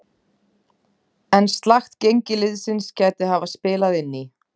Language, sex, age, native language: Icelandic, female, 30-39, Icelandic